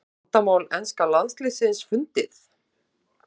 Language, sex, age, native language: Icelandic, female, 50-59, Icelandic